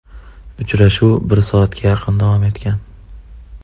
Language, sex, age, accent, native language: Uzbek, male, 18-24, Farg'ona, Uzbek